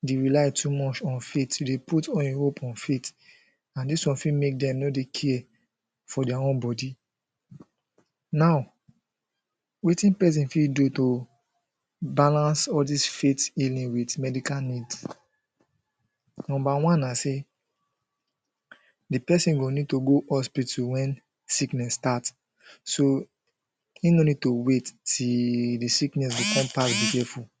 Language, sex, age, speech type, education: Nigerian Pidgin, male, 15-29, spontaneous, secondary